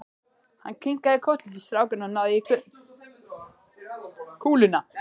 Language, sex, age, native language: Icelandic, male, 13, Icelandic